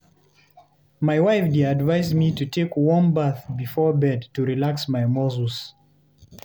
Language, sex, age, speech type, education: Nigerian Pidgin, male, 15-29, read, tertiary